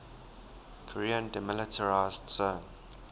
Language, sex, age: English, male, 19